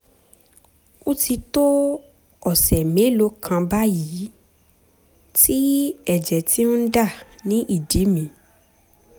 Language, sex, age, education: Yoruba, female, 15-29, tertiary